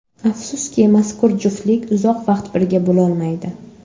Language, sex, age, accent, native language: Uzbek, female, under 19, Samarqand, Uzbek